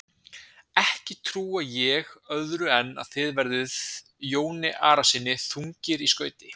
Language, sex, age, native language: Icelandic, male, 20-29, Icelandic